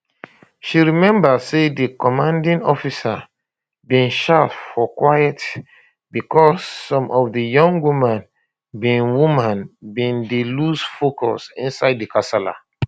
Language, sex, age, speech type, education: Nigerian Pidgin, male, 30-45, spontaneous, tertiary